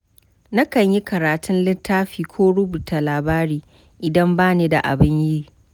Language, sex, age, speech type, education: Hausa, female, 30-45, spontaneous, tertiary